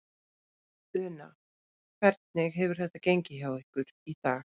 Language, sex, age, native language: Icelandic, female, 30-39, Icelandic